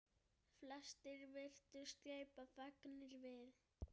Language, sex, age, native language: Icelandic, male, 7, Icelandic